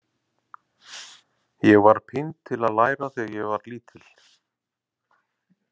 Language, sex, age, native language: Icelandic, male, 40-49, Icelandic